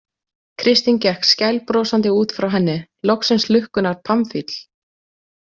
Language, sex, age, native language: Icelandic, female, 20-29, Icelandic